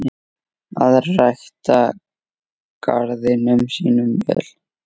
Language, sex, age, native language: Icelandic, male, 8, Icelandic